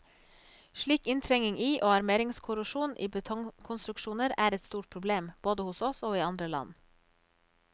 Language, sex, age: Norwegian, female, 34